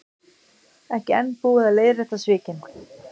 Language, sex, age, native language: Icelandic, female, 50-59, Icelandic